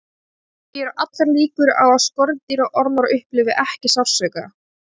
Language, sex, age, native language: Icelandic, female, 20-29, Icelandic